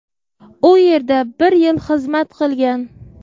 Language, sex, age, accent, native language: Uzbek, female, 25-34, Qoraqalpog'iston, Uzbek